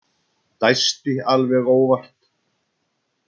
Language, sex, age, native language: Icelandic, male, 60-69, Icelandic